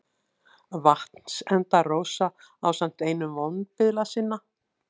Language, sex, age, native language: Icelandic, female, 60-69, Icelandic